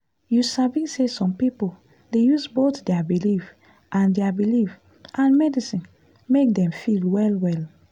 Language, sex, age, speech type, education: Nigerian Pidgin, female, 15-29, spontaneous, tertiary